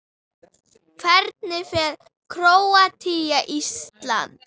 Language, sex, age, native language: Icelandic, female, 10, Icelandic